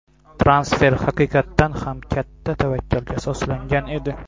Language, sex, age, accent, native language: Uzbek, male, 18-24, Xorazm, Uzbek